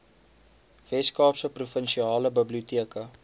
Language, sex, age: Afrikaans, male, 19